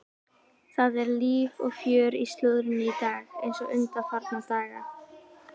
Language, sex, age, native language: Icelandic, female, 18-19, Icelandic